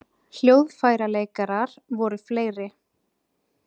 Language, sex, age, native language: Icelandic, female, 20-29, Icelandic